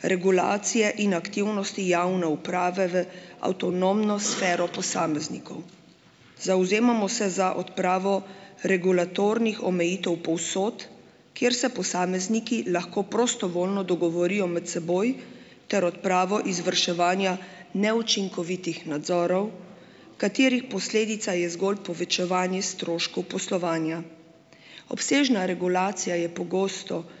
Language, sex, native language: Slovenian, female, Slovenian